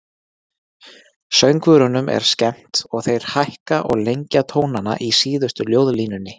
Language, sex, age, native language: Icelandic, male, 40-49, Icelandic